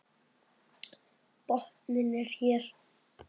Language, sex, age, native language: Icelandic, male, 7, Icelandic